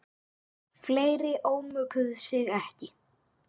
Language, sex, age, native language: Icelandic, male, 8, Icelandic